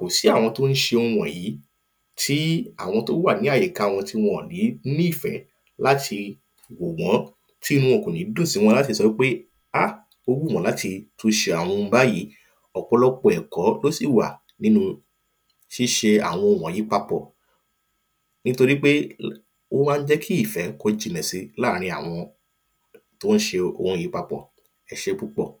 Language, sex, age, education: Yoruba, male, 30-45, primary